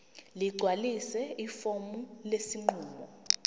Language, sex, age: Zulu, female, 19